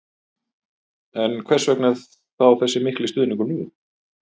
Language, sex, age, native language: Icelandic, male, 50-59, Icelandic